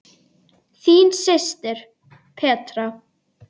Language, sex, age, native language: Icelandic, female, 10, Icelandic